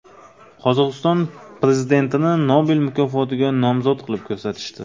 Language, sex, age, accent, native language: Uzbek, male, 25-34, Navoiy, Uzbek